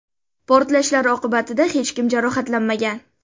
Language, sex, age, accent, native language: Uzbek, female, 19-29, Sirdaryo, Uzbek